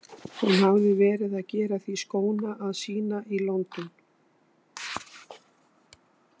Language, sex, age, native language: Icelandic, female, 60-69, Icelandic